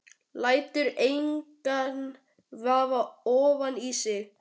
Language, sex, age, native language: Icelandic, male, 12, Icelandic